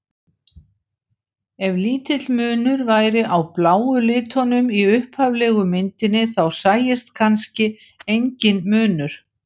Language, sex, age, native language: Icelandic, female, 60-69, Icelandic